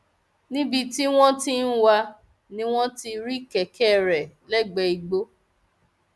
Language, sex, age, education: Yoruba, female, 30-45, tertiary